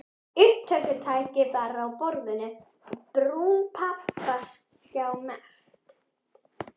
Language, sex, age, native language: Icelandic, female, 11, Icelandic